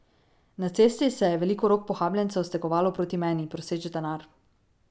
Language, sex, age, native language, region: Slovenian, female, 18-29, Slovenian, Drava region